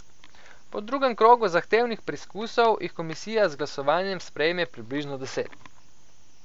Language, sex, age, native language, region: Slovenian, male, 18-29, Slovenian, Coastal Karst region